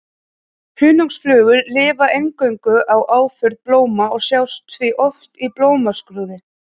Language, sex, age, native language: Icelandic, female, 30-39, Icelandic